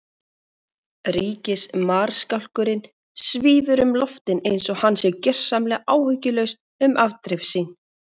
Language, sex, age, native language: Icelandic, female, 40-49, Icelandic